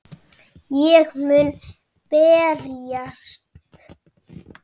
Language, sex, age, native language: Icelandic, female, 9, Icelandic